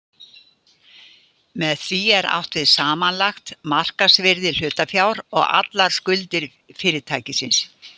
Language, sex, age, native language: Icelandic, female, 80-89, Icelandic